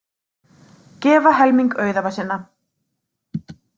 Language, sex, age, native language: Icelandic, female, 30-39, Icelandic